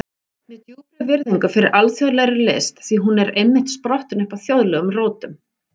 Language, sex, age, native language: Icelandic, female, 40-49, Icelandic